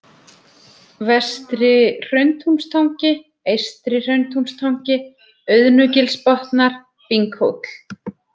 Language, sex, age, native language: Icelandic, female, 30-39, Icelandic